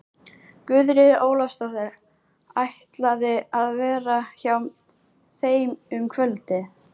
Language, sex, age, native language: Icelandic, female, 13, Icelandic